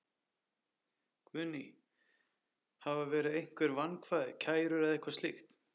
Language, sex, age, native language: Icelandic, male, 30-39, Icelandic